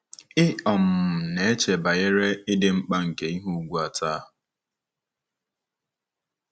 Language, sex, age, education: Igbo, male, 15-29, secondary